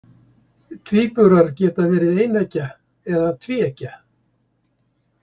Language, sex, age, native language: Icelandic, male, 70-79, Icelandic